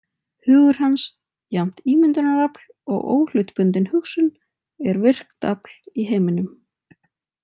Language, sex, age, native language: Icelandic, female, 20-29, Icelandic